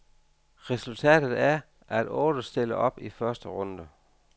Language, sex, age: Danish, male, 49